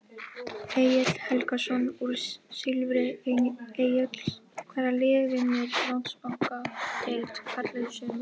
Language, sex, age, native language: Icelandic, female, 18-19, Icelandic